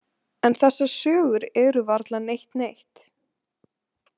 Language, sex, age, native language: Icelandic, female, 18-19, Icelandic